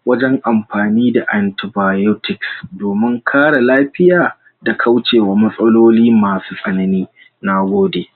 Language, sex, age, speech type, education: Hausa, male, 46-60, spontaneous, tertiary